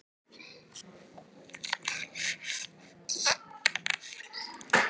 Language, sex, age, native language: Icelandic, male, 13, Icelandic